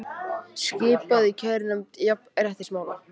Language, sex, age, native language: Icelandic, male, 18-19, Icelandic